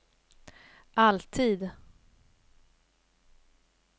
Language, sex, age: Swedish, female, 28